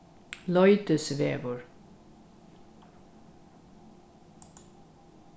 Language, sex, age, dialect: Faroese, female, 36-60, Norðurstreymoy/Eysturoy